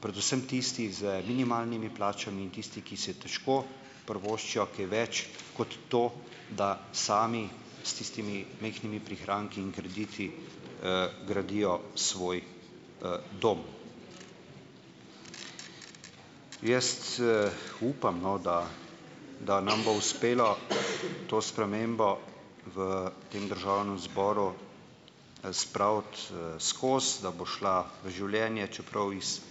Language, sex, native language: Slovenian, male, Slovenian